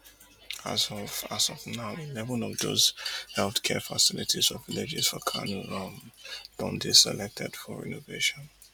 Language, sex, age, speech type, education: Nigerian Pidgin, male, 30-45, spontaneous, tertiary